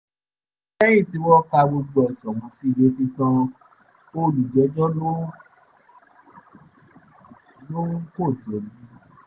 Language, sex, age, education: Yoruba, male, 15-29, tertiary